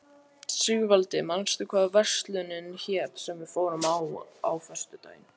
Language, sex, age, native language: Icelandic, male, 12, Icelandic